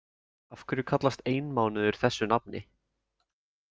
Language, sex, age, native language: Icelandic, male, 18-19, Icelandic